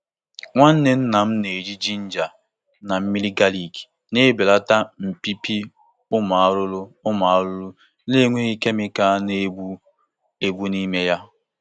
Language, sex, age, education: Igbo, male, 15-29, tertiary